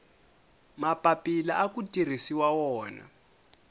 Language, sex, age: Tsonga, male, 22